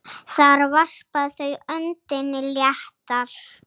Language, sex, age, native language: Icelandic, female, 7, Icelandic